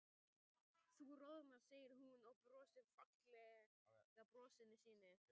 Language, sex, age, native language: Icelandic, male, 13, Thai